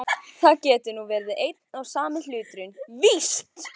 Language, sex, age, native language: Icelandic, female, 14, Icelandic